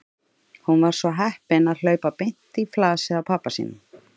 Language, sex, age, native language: Icelandic, female, 30-39, Icelandic